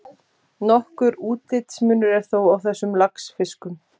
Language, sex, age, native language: Icelandic, female, 30-39, Icelandic